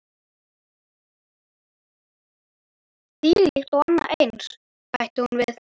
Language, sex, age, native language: Icelandic, male, 11, Icelandic